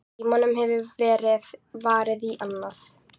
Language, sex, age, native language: Icelandic, female, 40-49, Icelandic